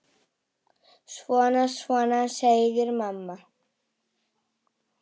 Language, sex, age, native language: Icelandic, male, 7, Icelandic